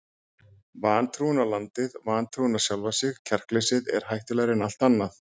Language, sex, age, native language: Icelandic, male, 40-49, Icelandic